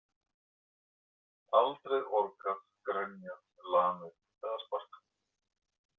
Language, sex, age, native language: Icelandic, male, 20-29, Icelandic